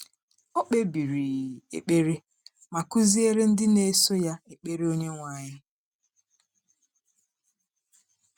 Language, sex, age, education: Igbo, female, 30-45, tertiary